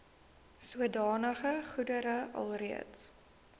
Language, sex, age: Afrikaans, female, 19